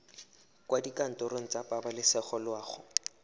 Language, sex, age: Tswana, male, 19